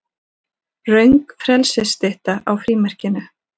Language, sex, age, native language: Icelandic, female, 40-49, Icelandic